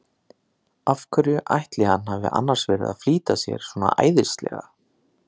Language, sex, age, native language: Icelandic, male, 30-39, Icelandic